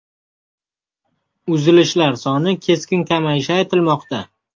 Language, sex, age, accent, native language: Uzbek, male, 18-24, Farg'ona, Uzbek